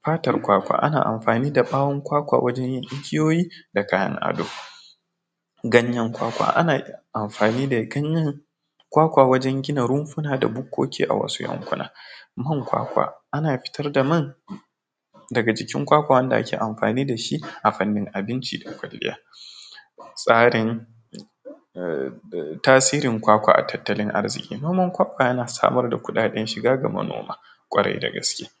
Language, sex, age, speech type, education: Hausa, male, 15-29, spontaneous, tertiary